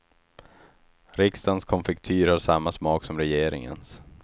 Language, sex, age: Swedish, male, 36